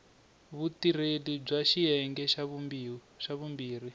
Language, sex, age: Tsonga, male, 21